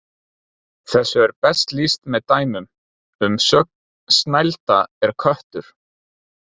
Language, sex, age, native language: Icelandic, male, 30-39, Icelandic